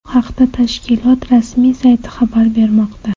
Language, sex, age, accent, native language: Uzbek, female, 18-24, Toshkent shahri, Uzbek